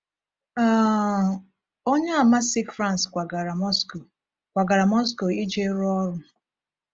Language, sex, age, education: Igbo, female, 15-29, tertiary